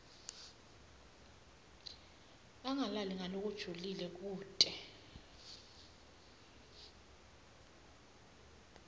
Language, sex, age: Swati, female, 19